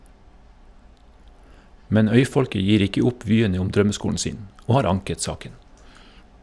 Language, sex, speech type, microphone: Norwegian, male, read, Shure